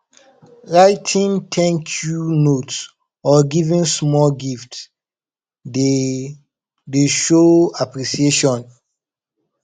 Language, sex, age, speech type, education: Nigerian Pidgin, male, 15-29, spontaneous, tertiary